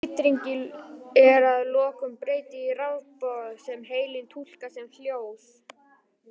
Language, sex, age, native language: Icelandic, male, 18-19, Icelandic